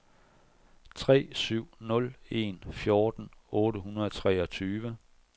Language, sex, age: Danish, male, 41